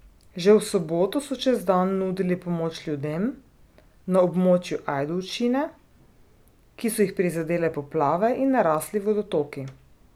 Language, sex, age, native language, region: Slovenian, female, 30-49, Slovenian, Drava region